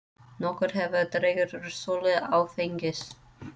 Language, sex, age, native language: Icelandic, female, 30-39, Icelandic